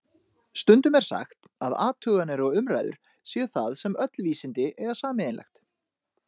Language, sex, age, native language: Icelandic, male, 30-39, Icelandic